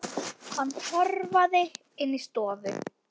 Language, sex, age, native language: Icelandic, male, 9, Icelandic